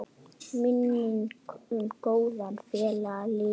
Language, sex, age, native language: Icelandic, male, 8, Icelandic